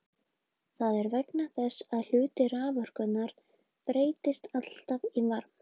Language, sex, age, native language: Icelandic, female, 20-29, Icelandic